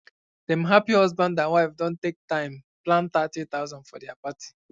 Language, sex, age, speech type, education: Nigerian Pidgin, male, 15-29, spontaneous, secondary